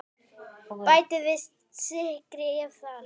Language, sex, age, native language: Icelandic, male, 10, Icelandic